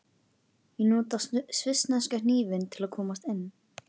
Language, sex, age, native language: Icelandic, female, 11, Icelandic